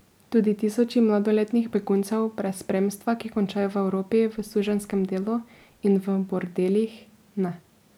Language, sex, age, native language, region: Slovenian, female, 18-29, Slovenian, Drava region